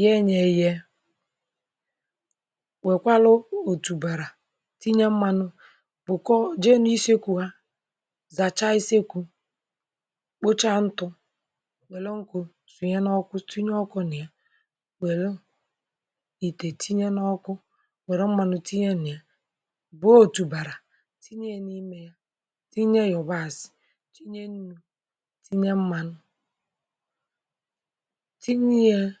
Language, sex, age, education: Igbo, female, 30-45, primary